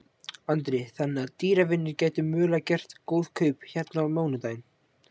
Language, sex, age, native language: Icelandic, male, 18-19, Icelandic